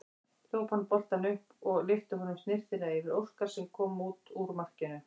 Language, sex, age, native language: Icelandic, female, 40-49, Icelandic